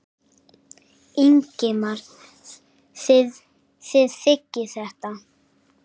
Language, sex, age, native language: Icelandic, male, 8, Icelandic